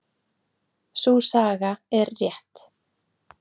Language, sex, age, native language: Icelandic, female, 40-49, Icelandic